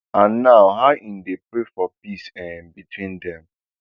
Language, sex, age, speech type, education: Nigerian Pidgin, male, 15-29, spontaneous, tertiary